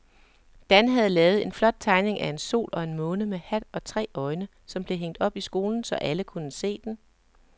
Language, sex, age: Danish, male, 37